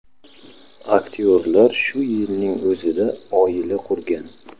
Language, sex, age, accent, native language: Uzbek, male, 25-34, Samarqand, Uzbek